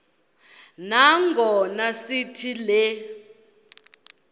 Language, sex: Xhosa, female